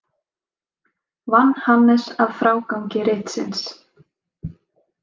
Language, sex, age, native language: Icelandic, female, 20-29, Icelandic